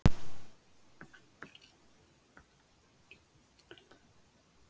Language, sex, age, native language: Icelandic, female, 60-69, Icelandic